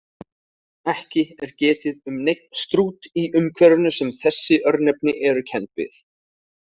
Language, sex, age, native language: Icelandic, male, 30-39, Icelandic